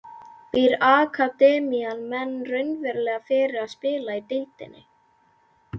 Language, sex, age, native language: Icelandic, female, 11, Icelandic